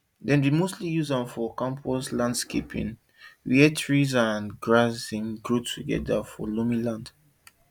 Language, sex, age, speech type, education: Nigerian Pidgin, male, 15-29, spontaneous, tertiary